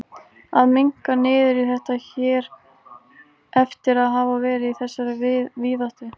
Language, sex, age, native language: Icelandic, female, 18-19, Icelandic